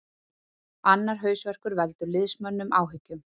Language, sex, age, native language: Icelandic, female, 30-39, Icelandic